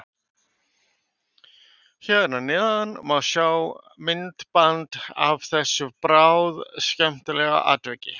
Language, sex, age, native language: Icelandic, male, 50-59, Icelandic